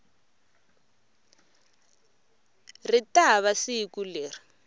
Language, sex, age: Tsonga, female, 24